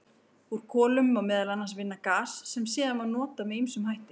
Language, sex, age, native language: Icelandic, female, 30-39, Icelandic